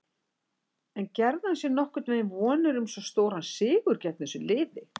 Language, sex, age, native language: Icelandic, female, 60-69, Icelandic